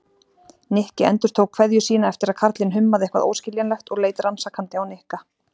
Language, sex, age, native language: Icelandic, female, 40-49, Icelandic